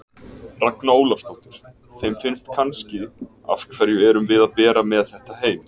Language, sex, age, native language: Icelandic, male, 20-29, Icelandic